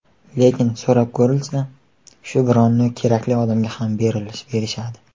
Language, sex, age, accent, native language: Uzbek, male, 18-24, Qashqadaryo, Uzbek